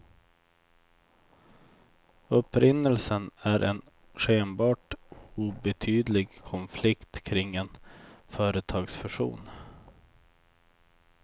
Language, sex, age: Swedish, male, 24